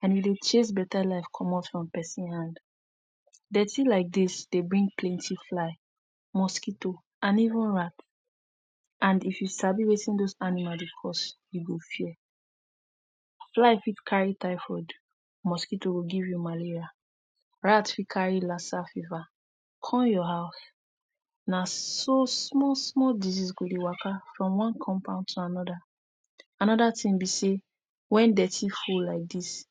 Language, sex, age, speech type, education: Nigerian Pidgin, female, 15-29, spontaneous, tertiary